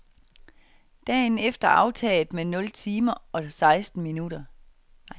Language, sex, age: Danish, female, 49